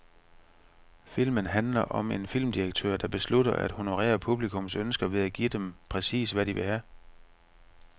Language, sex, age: Danish, male, 45